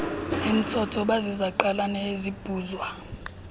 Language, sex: Xhosa, female